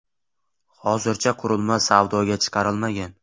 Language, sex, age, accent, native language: Uzbek, male, 18-24, Samarqand, Uzbek